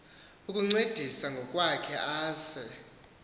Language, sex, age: Xhosa, male, 18